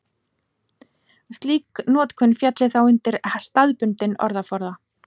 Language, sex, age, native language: Icelandic, female, 40-49, Icelandic